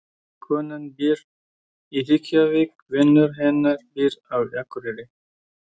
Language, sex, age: Icelandic, male, 20-29